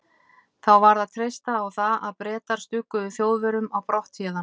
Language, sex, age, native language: Icelandic, female, 50-59, Icelandic